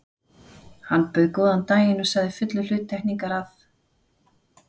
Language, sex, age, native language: Icelandic, female, 40-49, Icelandic